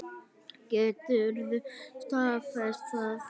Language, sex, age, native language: Icelandic, female, 9, Icelandic